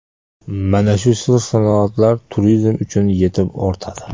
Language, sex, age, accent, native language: Uzbek, male, 19-29, Andijon, Uzbek